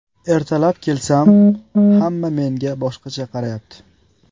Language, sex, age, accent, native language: Uzbek, male, 18-24, Qashqadaryo, Uzbek